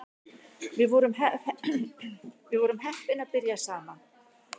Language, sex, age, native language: Icelandic, female, 60-69, Icelandic